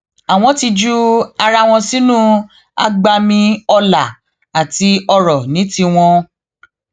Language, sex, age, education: Yoruba, female, 30-45, tertiary